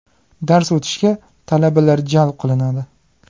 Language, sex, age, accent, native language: Uzbek, male, 25-34, Farg'ona, Uzbek